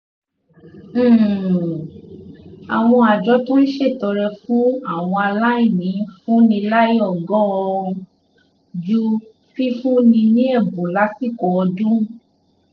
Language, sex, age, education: Yoruba, female, 15-29, tertiary